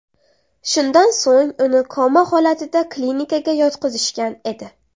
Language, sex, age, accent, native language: Uzbek, female, 18-24, Samarqand, Uzbek